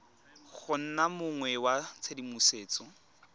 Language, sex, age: Tswana, male, 23